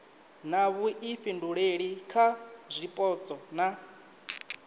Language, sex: Venda, male